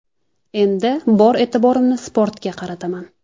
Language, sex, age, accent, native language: Uzbek, female, 19-29, Jizzax, Uzbek